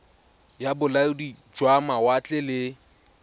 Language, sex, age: Tswana, male, 22